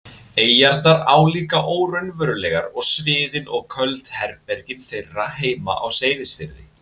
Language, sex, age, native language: Icelandic, male, 20-29, Icelandic